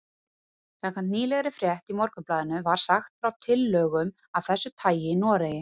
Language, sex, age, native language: Icelandic, female, 30-39, Icelandic